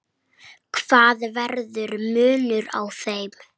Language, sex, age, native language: Icelandic, female, 9, Icelandic